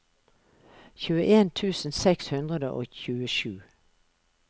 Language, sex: Norwegian, female